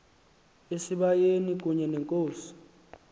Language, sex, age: Xhosa, male, 19